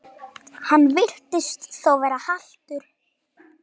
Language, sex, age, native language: Icelandic, male, 9, Icelandic